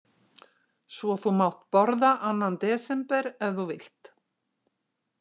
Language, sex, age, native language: Icelandic, female, 60-69, Icelandic